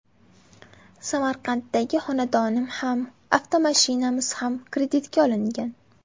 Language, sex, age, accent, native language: Uzbek, female, 18-24, Farg'ona, Uzbek